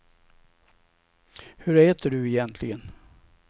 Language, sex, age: Swedish, male, 67